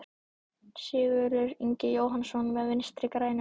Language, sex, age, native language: Icelandic, male, 12, Icelandic